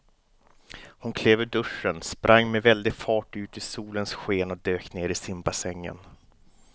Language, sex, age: Swedish, male, 29